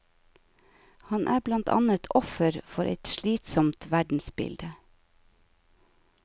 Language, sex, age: Norwegian, female, 49